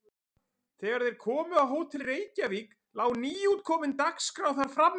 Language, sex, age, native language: Icelandic, male, 40-49, Icelandic